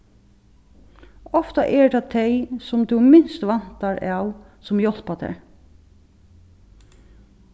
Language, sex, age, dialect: Faroese, female, 36-60, Suðurstreymoy